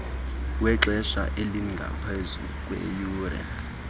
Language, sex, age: Xhosa, male, 26